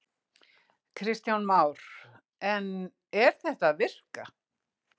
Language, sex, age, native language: Icelandic, female, 60-69, Icelandic